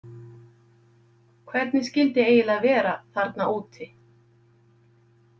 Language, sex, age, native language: Icelandic, female, 50-59, Icelandic